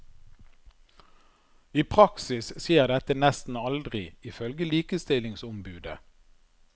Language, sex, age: Norwegian, male, 51